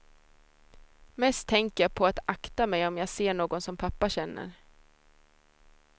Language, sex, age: Swedish, female, 26